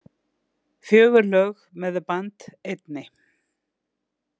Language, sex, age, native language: Icelandic, female, 60-69, Icelandic